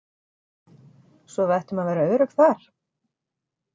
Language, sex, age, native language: Icelandic, female, 40-49, Icelandic